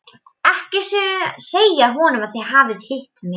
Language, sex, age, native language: Icelandic, female, 12, Polish